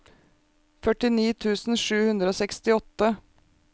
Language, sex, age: Norwegian, female, 36